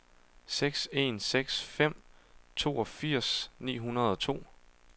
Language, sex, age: Danish, male, 22